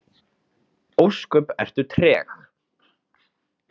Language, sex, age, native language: Icelandic, male, 30-39, Icelandic